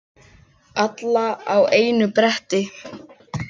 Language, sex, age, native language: Icelandic, male, 6, Icelandic